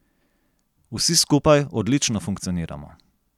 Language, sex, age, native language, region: Slovenian, male, 30-49, Slovenian, Gorenjska region